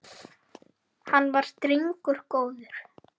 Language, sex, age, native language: Icelandic, female, 10, Icelandic